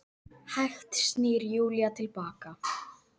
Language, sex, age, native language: Icelandic, female, 10, Icelandic